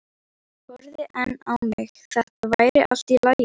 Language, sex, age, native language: Icelandic, female, 12, Icelandic